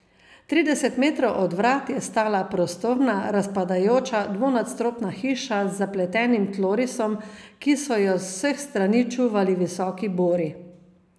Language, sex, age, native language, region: Slovenian, female, 50-59, Slovenian, Savinja region